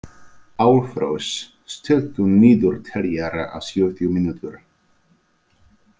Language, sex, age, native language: Icelandic, male, 30-39, Icelandic